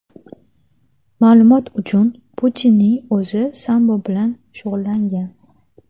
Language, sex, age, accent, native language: Uzbek, female, 18-24, Toshkent shahri, Uzbek